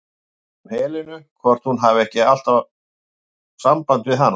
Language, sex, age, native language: Icelandic, male, 50-59, Icelandic